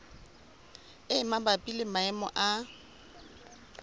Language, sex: Southern Sotho, female